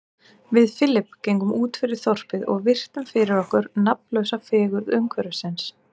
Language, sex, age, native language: Icelandic, female, 30-39, Icelandic